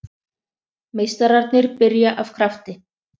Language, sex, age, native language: Icelandic, other, 30-39, Icelandic